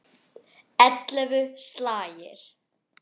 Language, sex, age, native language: Icelandic, other, 10, Icelandic